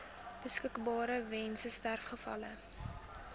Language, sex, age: Afrikaans, female, 23